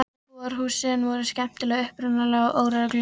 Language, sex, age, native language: Icelandic, female, 13, Icelandic